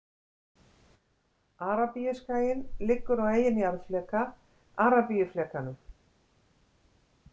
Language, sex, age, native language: Icelandic, female, 60-69, Icelandic